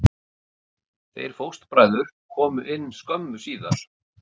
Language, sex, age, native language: Icelandic, male, 50-59, Icelandic